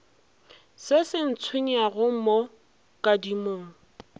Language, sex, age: Northern Sotho, female, 20